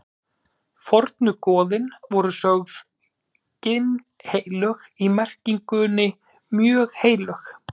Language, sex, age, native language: Icelandic, male, 30-39, Icelandic